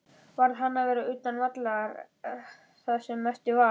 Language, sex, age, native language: Icelandic, male, 11, Icelandic